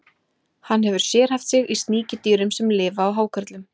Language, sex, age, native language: Icelandic, female, 20-29, Icelandic